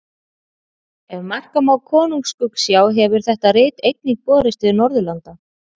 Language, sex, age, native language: Icelandic, female, 40-49, Icelandic